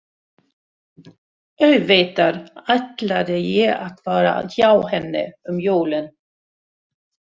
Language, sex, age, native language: Icelandic, female, 60-69, Swedish